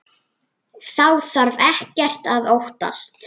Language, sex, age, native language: Icelandic, male, 9, Icelandic